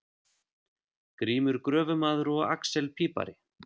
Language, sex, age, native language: Icelandic, male, 30-39, Icelandic